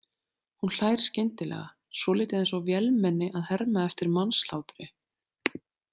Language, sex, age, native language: Icelandic, female, 30-39, Icelandic